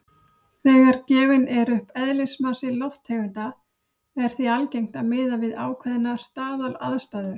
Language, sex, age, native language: Icelandic, female, 30-39, Icelandic